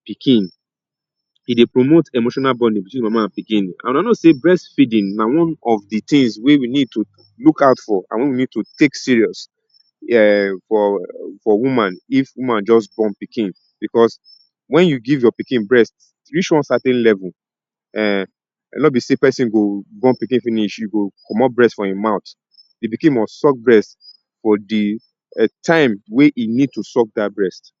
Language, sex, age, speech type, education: Nigerian Pidgin, male, 30-45, spontaneous, tertiary